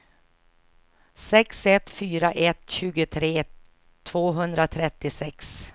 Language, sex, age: Swedish, female, 49